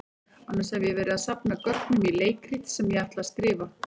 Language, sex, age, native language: Icelandic, female, 40-49, Icelandic